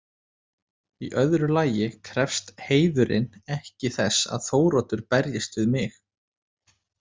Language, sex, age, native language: Icelandic, male, 30-39, Icelandic